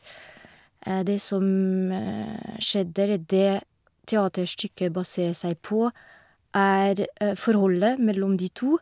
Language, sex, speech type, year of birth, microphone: Norwegian, female, spontaneous, 1971, Shure